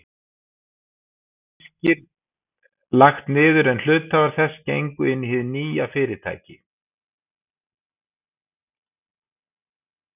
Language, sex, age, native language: Icelandic, male, 50-59, Icelandic